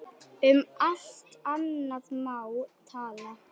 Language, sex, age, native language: Icelandic, male, 9, Icelandic